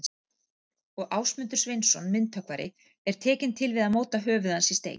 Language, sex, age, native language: Icelandic, female, 40-49, Icelandic